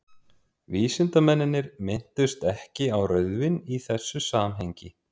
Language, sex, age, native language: Icelandic, male, 30-39, Icelandic